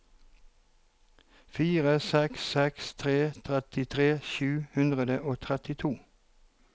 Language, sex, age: Norwegian, male, 43